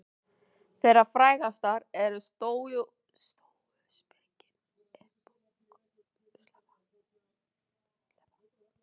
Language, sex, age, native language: Icelandic, female, 40-49, Icelandic